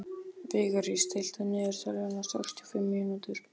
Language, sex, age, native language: Icelandic, male, 12, Icelandic